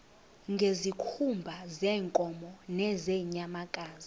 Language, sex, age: Xhosa, female, 22